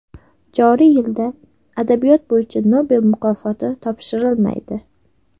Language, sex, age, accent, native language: Uzbek, female, 18-24, Sirdaryo, Uzbek